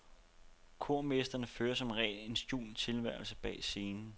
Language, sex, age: Danish, male, 29